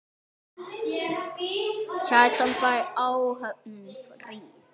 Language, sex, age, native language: Icelandic, male, 9, Icelandic